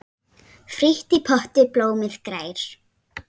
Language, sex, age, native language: Icelandic, female, 7, Icelandic